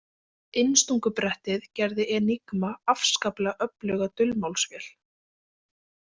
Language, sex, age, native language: Icelandic, female, 20-29, Icelandic